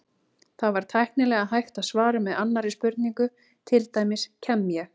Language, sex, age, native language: Icelandic, female, 18-19, Icelandic